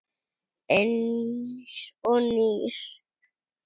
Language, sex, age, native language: Icelandic, female, 7, Icelandic